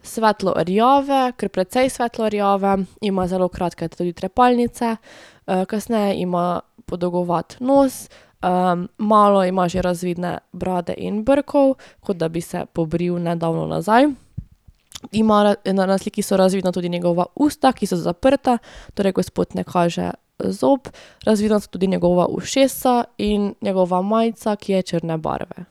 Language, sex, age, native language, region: Slovenian, female, 18-29, Slovenian, Drava region